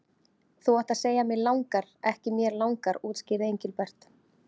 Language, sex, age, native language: Icelandic, female, 30-39, Icelandic